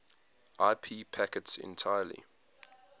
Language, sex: English, male